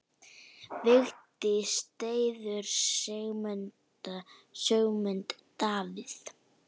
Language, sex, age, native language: Icelandic, female, 9, Icelandic